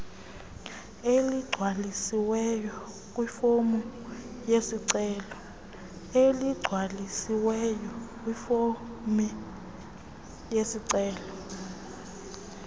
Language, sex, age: Xhosa, female, 22